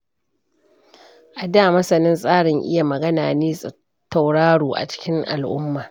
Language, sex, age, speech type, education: Hausa, female, 46-60, read, primary